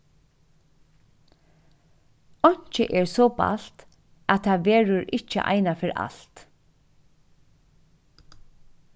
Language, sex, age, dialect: Faroese, female, 36-60, Suðurstreymoy